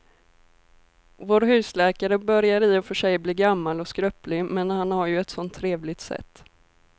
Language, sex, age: Swedish, female, 24